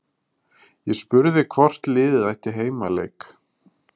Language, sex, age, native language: Icelandic, male, 30-39, Icelandic